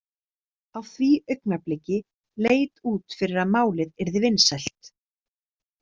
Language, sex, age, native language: Icelandic, female, 30-39, Icelandic